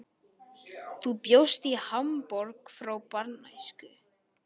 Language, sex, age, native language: Icelandic, male, 12, Icelandic